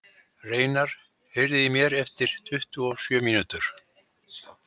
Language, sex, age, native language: Icelandic, male, 60-69, Icelandic